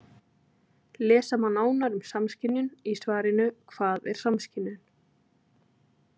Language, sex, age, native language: Icelandic, female, 30-39, Icelandic